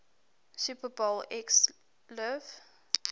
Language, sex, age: English, female, 18